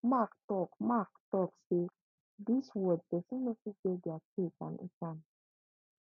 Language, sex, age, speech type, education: Nigerian Pidgin, female, 15-29, spontaneous, tertiary